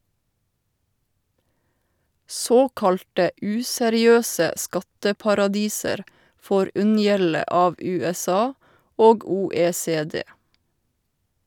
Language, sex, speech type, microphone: Norwegian, female, read, Shure